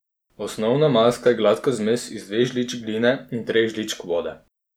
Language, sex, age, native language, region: Slovenian, male, 30-49, Slovenian, Posavska region